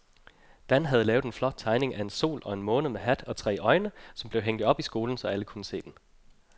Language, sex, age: Danish, male, 29